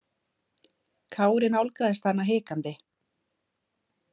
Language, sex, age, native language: Icelandic, female, 30-39, Icelandic